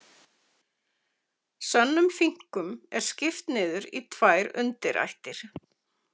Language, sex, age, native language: Icelandic, female, 50-59, Icelandic